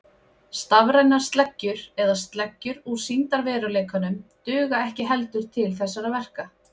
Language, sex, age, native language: Icelandic, female, 20-29, Icelandic